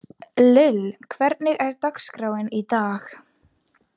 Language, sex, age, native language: Icelandic, female, 15, Icelandic